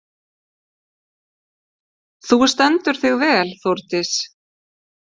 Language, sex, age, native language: Icelandic, female, 50-59, Icelandic